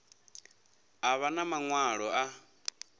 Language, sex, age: Venda, male, 27